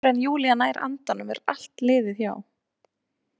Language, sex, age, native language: Icelandic, female, 20-29, Icelandic